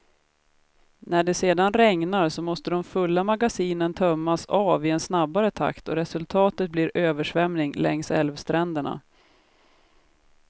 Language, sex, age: Swedish, female, 33